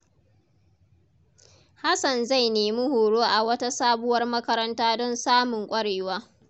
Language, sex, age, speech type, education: Hausa, female, 30-45, read, tertiary